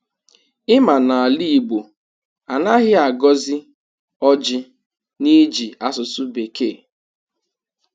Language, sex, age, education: Igbo, male, 15-29, tertiary